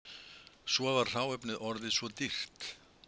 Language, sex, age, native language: Icelandic, male, 70-79, Icelandic